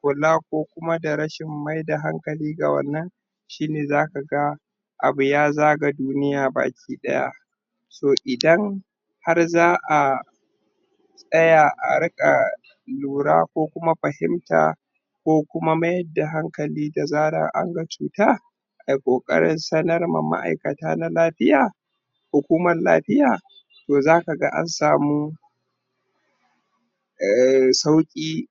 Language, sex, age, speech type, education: Hausa, male, 30-45, spontaneous, tertiary